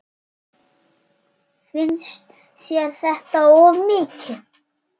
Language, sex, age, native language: Icelandic, male, 6, Icelandic